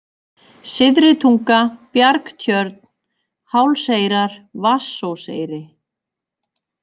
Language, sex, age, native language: Icelandic, female, 40-49, Icelandic